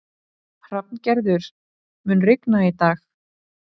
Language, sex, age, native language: Icelandic, female, 30-39, Icelandic